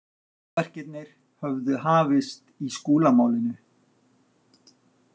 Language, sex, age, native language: Icelandic, male, 60-69, Icelandic